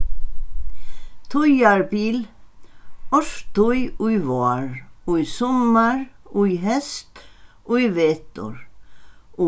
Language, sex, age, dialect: Faroese, female, 61+, Sandoy